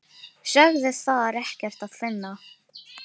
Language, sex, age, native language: Icelandic, female, 10, Filipino